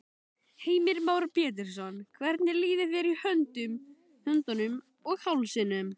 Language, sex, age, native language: Icelandic, male, 12, Icelandic